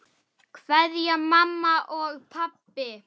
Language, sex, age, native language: Icelandic, male, 8, Icelandic